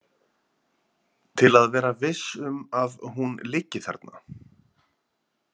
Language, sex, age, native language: Icelandic, male, 30-39, Icelandic